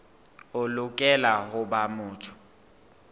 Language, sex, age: Southern Sotho, male, 18